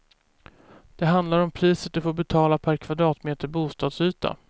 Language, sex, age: Swedish, male, 24